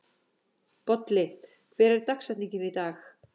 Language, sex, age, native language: Icelandic, female, 40-49, Icelandic